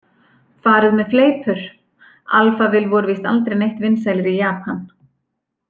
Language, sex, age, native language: Icelandic, female, 40-49, Icelandic